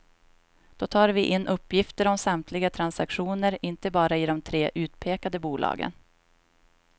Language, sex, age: Swedish, female, 26